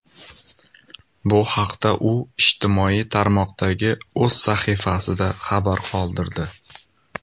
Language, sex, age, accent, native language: Uzbek, male, 19-29, Farg'ona, Uzbek